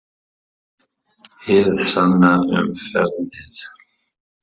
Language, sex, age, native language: Icelandic, male, 40-49, Icelandic